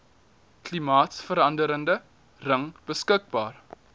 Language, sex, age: Afrikaans, male, 19